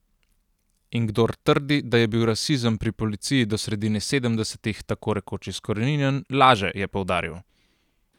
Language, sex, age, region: Slovenian, male, 18-29, Central Slovenia